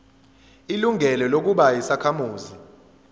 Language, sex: Zulu, female